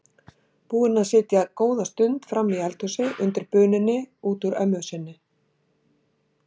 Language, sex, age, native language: Icelandic, female, 60-69, Icelandic